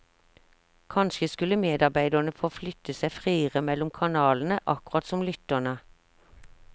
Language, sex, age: Norwegian, female, 46